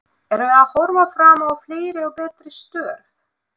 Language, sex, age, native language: Icelandic, female, 20-29, Russian